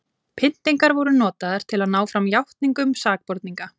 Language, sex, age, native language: Icelandic, female, 20-29, Icelandic